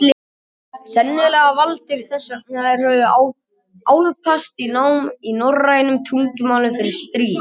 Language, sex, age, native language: Icelandic, male, 18-19, Icelandic